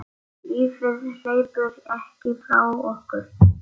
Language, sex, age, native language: Icelandic, male, 8, Icelandic